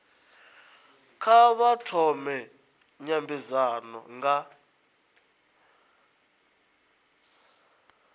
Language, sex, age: Venda, male, 20